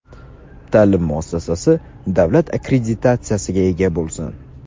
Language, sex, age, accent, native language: Uzbek, male, under 19, Sirdaryo, Uzbek